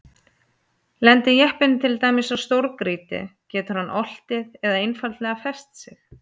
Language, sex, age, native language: Icelandic, female, 30-39, Icelandic